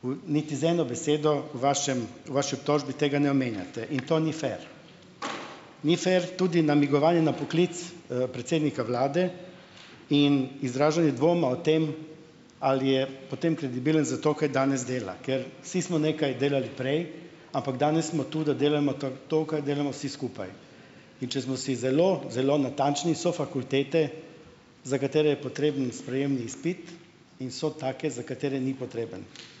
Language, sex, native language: Slovenian, male, Slovenian